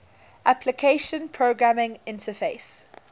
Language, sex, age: English, female, 20